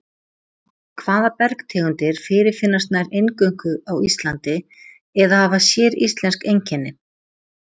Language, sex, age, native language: Icelandic, female, 30-39, Icelandic